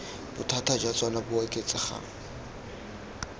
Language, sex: Tswana, male